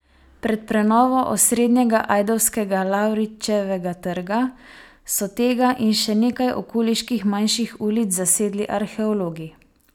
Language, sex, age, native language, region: Slovenian, female, 18-29, Slovenian, Savinja region